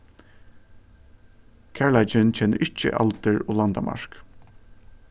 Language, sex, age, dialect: Faroese, male, 15-35, Suðurstreymoy